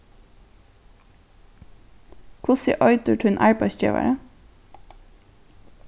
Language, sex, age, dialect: Faroese, female, 15-35, Norðurstreymoy/Eysturoy